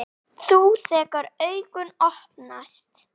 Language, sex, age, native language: Icelandic, female, 8, Icelandic